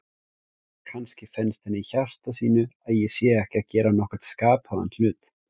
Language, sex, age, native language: Icelandic, male, 17, Icelandic